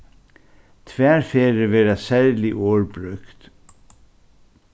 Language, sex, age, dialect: Faroese, male, 61+, Suðurstreymoy